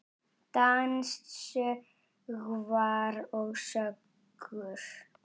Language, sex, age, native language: Icelandic, male, 8, Icelandic